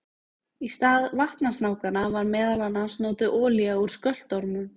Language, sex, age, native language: Icelandic, female, 20-29, Icelandic